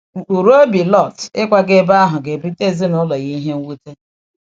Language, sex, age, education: Igbo, female, 46-60, tertiary